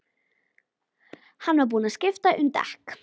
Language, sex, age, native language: Icelandic, female, 12, Icelandic